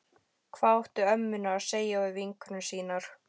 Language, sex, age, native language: Icelandic, female, 12, Icelandic